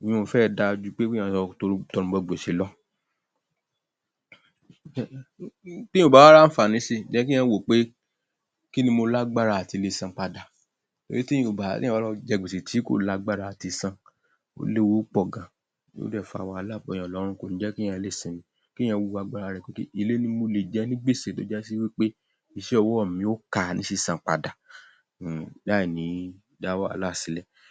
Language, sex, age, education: Yoruba, male, 30-45, tertiary